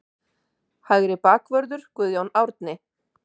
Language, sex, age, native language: Icelandic, female, 50-59, Icelandic